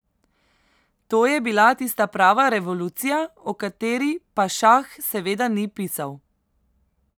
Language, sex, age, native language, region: Slovenian, female, 18-29, Slovenian, Central Slovenia